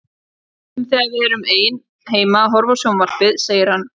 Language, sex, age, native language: Icelandic, female, 30-39, Icelandic